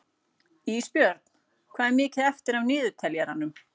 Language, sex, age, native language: Icelandic, female, 40-49, Icelandic